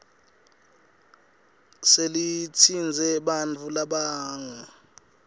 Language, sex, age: Swati, male, 19